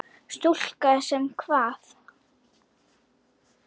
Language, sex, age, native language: Icelandic, female, 9, Icelandic